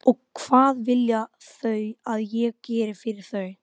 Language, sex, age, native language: Icelandic, female, 12, Icelandic